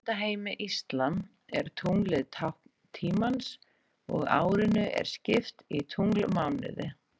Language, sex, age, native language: Icelandic, female, 30-39, Icelandic